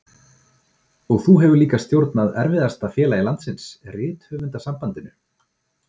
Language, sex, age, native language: Icelandic, male, 40-49, Icelandic